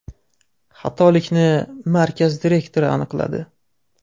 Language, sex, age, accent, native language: Uzbek, male, 18-24, Andijon, Uzbek